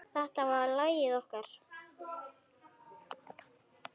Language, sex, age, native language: Icelandic, female, 9, Icelandic